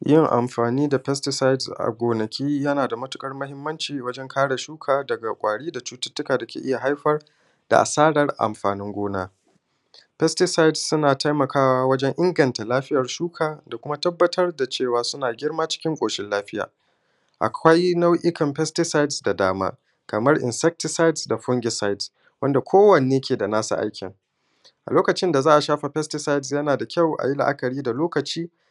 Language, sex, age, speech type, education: Hausa, male, 15-29, spontaneous, primary